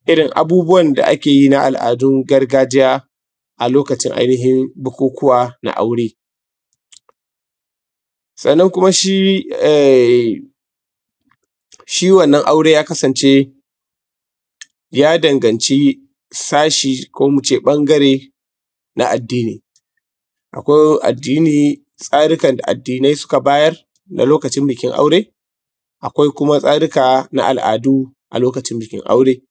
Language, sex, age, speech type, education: Hausa, male, 15-29, spontaneous, tertiary